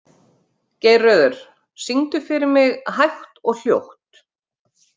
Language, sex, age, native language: Icelandic, female, 50-59, Icelandic